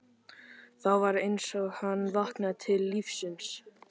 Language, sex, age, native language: Icelandic, male, 13, Icelandic